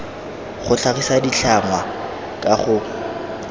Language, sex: Tswana, male